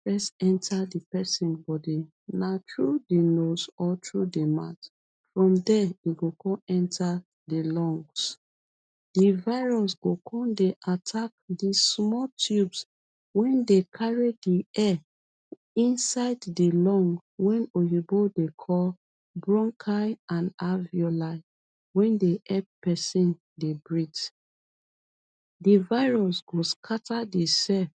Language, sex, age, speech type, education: Nigerian Pidgin, female, 30-45, spontaneous, tertiary